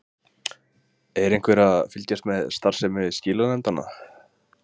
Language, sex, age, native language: Icelandic, male, 20-29, Icelandic